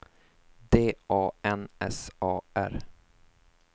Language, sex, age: Swedish, male, 24